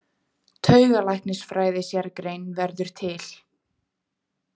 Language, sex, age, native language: Icelandic, female, 20-29, Icelandic